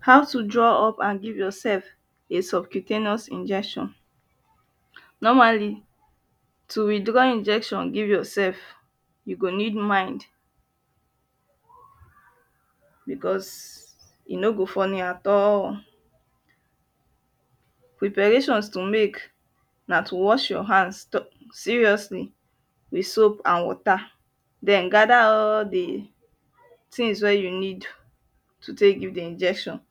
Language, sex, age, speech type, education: Nigerian Pidgin, female, 15-29, spontaneous, tertiary